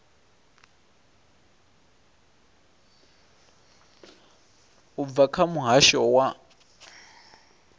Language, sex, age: Venda, male, 23